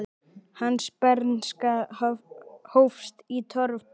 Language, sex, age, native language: Icelandic, male, 9, Icelandic